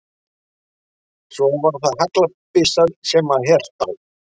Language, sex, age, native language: Icelandic, male, 60-69, Icelandic